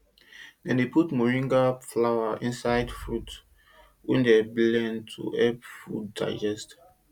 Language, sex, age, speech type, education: Nigerian Pidgin, male, 15-29, spontaneous, tertiary